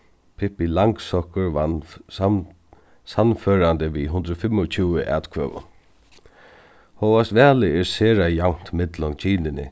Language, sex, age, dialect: Faroese, male, 36-60, Suðuroy